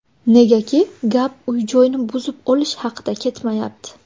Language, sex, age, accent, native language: Uzbek, female, 19-29, Buxoro, Uzbek